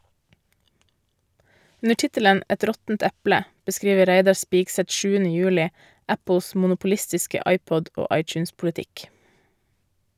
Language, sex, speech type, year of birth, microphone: Norwegian, female, read, 1988, Shure